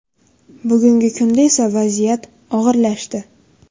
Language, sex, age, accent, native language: Uzbek, female, 19-29, Xorazm, Uzbek